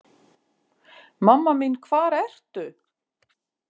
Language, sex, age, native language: Icelandic, female, 50-59, Icelandic